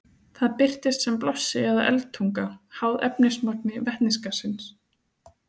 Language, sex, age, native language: Icelandic, female, 30-39, Icelandic